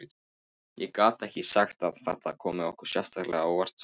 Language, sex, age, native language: Icelandic, male, 18-19, Icelandic